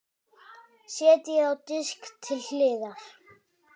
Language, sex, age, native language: Icelandic, male, 10, Icelandic